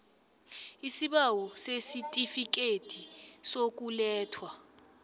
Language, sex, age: South Ndebele, female, 20